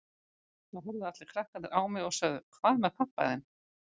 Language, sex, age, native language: Icelandic, female, 50-59, Icelandic